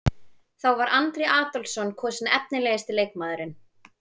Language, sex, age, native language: Icelandic, female, 20-29, Icelandic